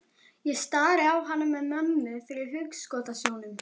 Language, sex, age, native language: Icelandic, female, 11, Icelandic